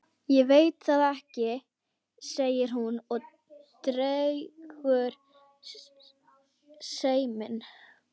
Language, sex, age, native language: Icelandic, female, 12, Swedish